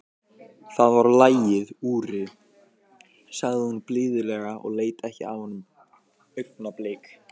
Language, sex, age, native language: Icelandic, male, 18-19, Icelandic